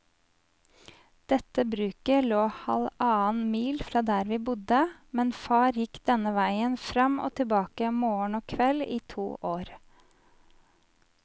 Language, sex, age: Norwegian, female, 27